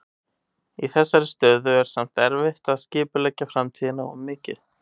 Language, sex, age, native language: Icelandic, male, 18-19, Icelandic